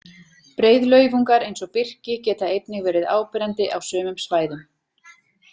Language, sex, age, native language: Icelandic, female, 40-49, Icelandic